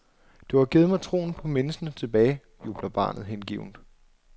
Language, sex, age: Danish, male, 26